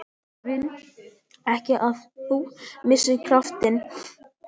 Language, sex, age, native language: Icelandic, male, 11, Icelandic